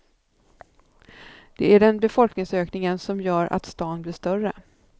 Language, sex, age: Swedish, female, 39